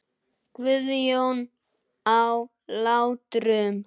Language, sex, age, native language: Icelandic, male, 9, Icelandic